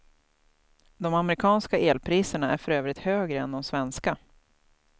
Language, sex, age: Swedish, female, 28